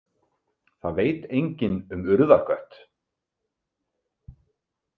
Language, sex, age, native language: Icelandic, male, 30-39, Icelandic